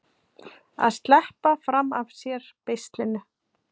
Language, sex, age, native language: Icelandic, female, 40-49, Icelandic